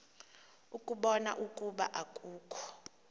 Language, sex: Xhosa, female